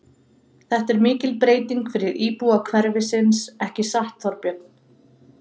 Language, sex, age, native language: Icelandic, female, 30-39, Icelandic